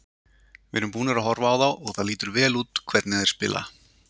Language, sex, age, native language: Icelandic, male, 40-49, Icelandic